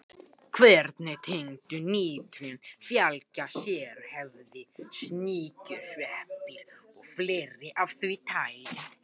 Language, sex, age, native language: Icelandic, male, 18-19, Icelandic